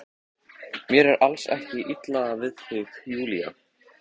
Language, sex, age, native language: Icelandic, male, 14, Icelandic